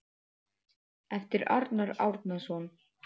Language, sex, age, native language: Icelandic, female, 8, Icelandic